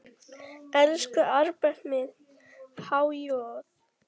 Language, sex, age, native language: Icelandic, female, 8, Icelandic